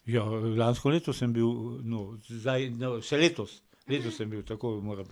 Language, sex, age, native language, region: Slovenian, male, 60+, Slovenian, Pomurje region